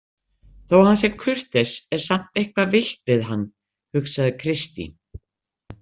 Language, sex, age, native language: Icelandic, female, 60-69, Icelandic